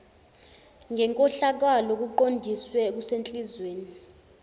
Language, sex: Zulu, female